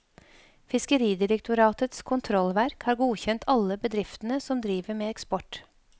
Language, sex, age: Norwegian, female, 52